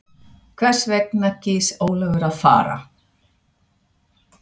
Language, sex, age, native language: Icelandic, female, 60-69, Swedish